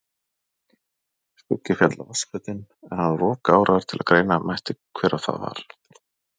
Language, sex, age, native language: Icelandic, male, 40-49, Icelandic